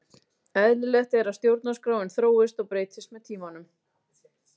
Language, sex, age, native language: Icelandic, female, 30-39, Icelandic